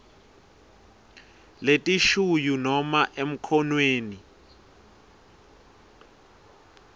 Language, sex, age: Swati, male, 20